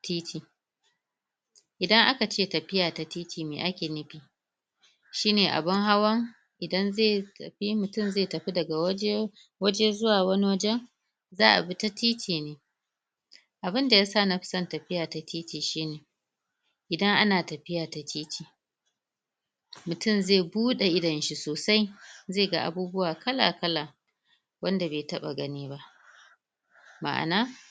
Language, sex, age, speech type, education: Hausa, female, 30-45, spontaneous, tertiary